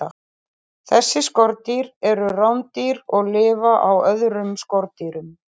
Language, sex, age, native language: Icelandic, female, 30-39, Icelandic